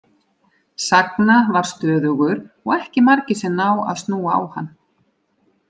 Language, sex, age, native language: Icelandic, female, 40-49, Icelandic